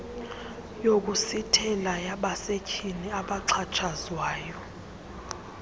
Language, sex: Xhosa, female